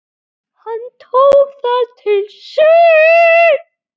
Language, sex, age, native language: Icelandic, female, 9, Icelandic